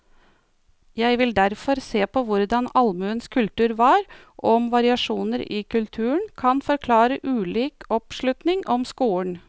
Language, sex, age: Norwegian, female, 49